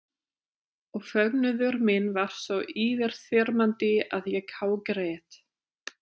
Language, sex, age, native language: Icelandic, female, 30-39, German